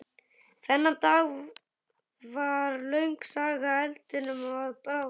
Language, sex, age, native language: Icelandic, male, 11, Icelandic